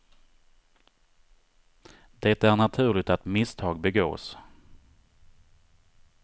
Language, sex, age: Swedish, male, 39